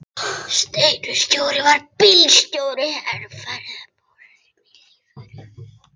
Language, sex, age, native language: Icelandic, other, 11, Icelandic